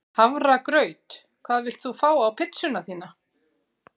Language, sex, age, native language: Icelandic, female, 40-49, Icelandic